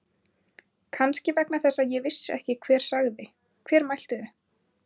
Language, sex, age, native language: Icelandic, female, 20-29, Icelandic